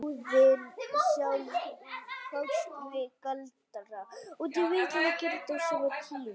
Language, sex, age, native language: Icelandic, female, 9, Icelandic